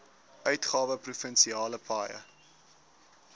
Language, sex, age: Afrikaans, male, 19